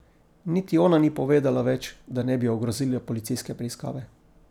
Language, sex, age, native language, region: Slovenian, male, 50-59, Slovenian, Coastal Karst region